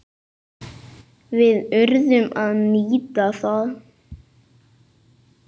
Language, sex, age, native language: Icelandic, male, 8, Icelandic